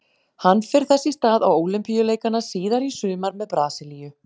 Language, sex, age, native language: Icelandic, female, 40-49, Icelandic